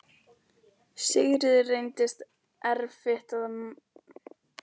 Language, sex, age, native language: Icelandic, female, 11, Icelandic